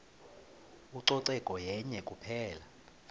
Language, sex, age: Xhosa, male, 20